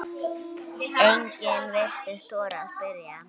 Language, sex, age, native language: Icelandic, female, 9, Icelandic